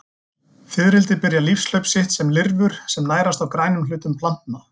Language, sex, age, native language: Icelandic, male, 40-49, Icelandic